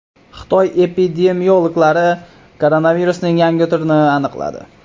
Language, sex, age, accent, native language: Uzbek, male, 18-24, Qoraqalpog'iston, Uzbek